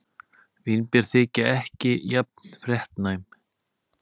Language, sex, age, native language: Icelandic, male, 30-39, Icelandic